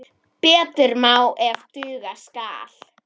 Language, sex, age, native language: Icelandic, female, 10, Icelandic